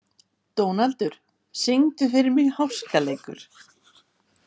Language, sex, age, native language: Icelandic, female, 50-59, Icelandic